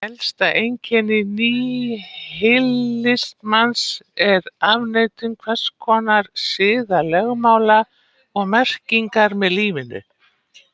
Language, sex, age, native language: Icelandic, female, 60-69, Icelandic